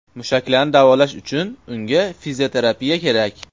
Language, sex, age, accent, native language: Uzbek, male, 25-34, Farg'ona, Uzbek